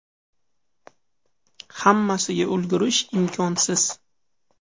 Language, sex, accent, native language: Uzbek, male, Farg'ona, Uzbek